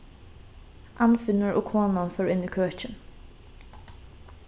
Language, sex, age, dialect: Faroese, female, 15-35, Norðurstreymoy/Eysturoy